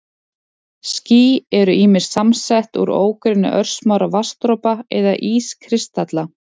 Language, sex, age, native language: Icelandic, female, 40-49, Icelandic